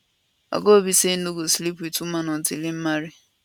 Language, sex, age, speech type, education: Nigerian Pidgin, female, 15-29, spontaneous, tertiary